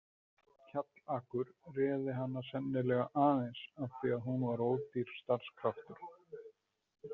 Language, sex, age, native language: Icelandic, male, 50-59, Icelandic